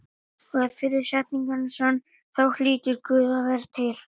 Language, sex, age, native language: Icelandic, male, 18-19, Icelandic